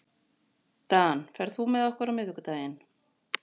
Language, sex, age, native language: Icelandic, female, 40-49, Icelandic